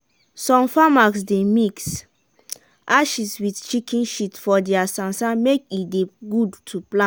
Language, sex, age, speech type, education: Nigerian Pidgin, female, 15-29, spontaneous, tertiary